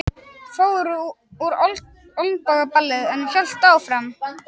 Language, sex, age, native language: Icelandic, male, 18-19, Icelandic